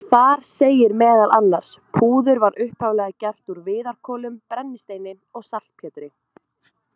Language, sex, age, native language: Icelandic, female, 20-29, Icelandic